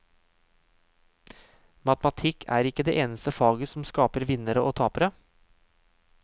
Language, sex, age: Norwegian, male, 31